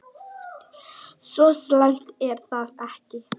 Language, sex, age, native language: Icelandic, female, 9, Icelandic